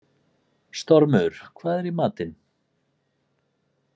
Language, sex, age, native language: Icelandic, male, 40-49, Icelandic